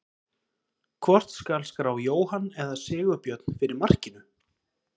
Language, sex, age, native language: Icelandic, male, 30-39, Icelandic